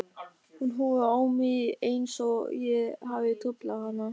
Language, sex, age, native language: Icelandic, male, 13, German